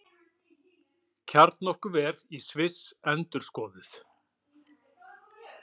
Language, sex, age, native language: Icelandic, male, 40-49, Icelandic